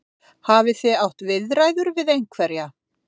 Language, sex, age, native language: Icelandic, female, 50-59, Icelandic